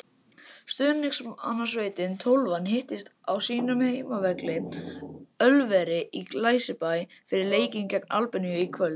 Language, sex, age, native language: Icelandic, male, 18-19, Icelandic